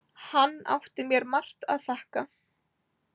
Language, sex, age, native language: Icelandic, female, 18-19, Icelandic